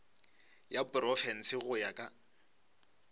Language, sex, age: Northern Sotho, male, 25